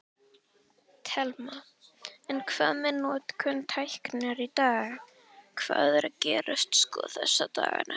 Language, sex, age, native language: Icelandic, female, 18-19, Icelandic